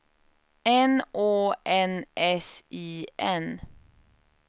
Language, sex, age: Swedish, female, 30